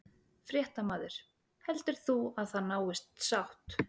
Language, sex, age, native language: Icelandic, female, 30-39, Icelandic